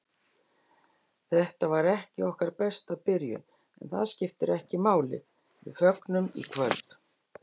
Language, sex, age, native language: Icelandic, female, 60-69, Icelandic